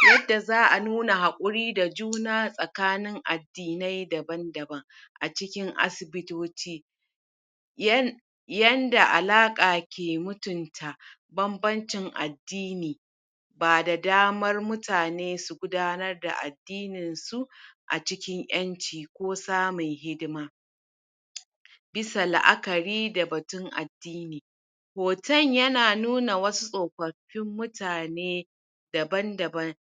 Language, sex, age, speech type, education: Hausa, female, 30-45, spontaneous, tertiary